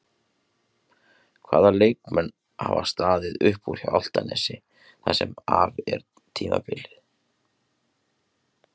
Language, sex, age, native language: Icelandic, male, 30-39, Icelandic